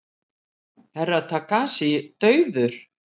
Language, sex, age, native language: Icelandic, female, 50-59, Icelandic